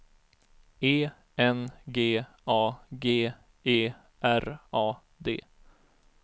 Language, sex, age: Swedish, male, 34